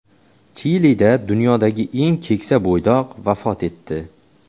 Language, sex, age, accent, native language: Uzbek, male, 18-24, Xorazm, Uzbek